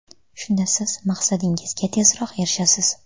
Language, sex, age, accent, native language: Uzbek, female, under 19, Farg'ona, Uzbek